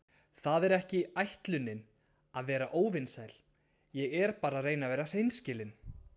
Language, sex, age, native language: Icelandic, male, 20-29, Icelandic